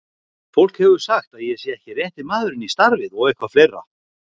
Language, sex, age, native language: Icelandic, male, 40-49, Icelandic